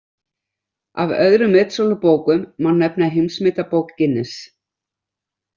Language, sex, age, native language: Icelandic, female, 60-69, Icelandic